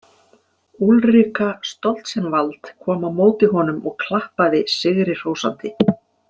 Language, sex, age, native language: Icelandic, female, 50-59, Icelandic